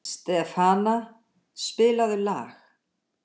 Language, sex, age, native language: Icelandic, female, 60-69, Icelandic